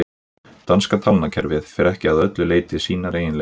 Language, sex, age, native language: Icelandic, male, 20-29, Icelandic